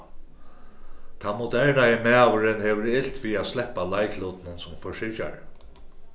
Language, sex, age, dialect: Faroese, male, 36-60, Suðurstreymoy